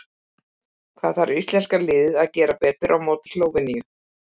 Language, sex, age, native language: Icelandic, female, 50-59, Icelandic